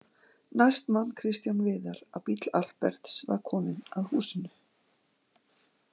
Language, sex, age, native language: Icelandic, female, 40-49, Icelandic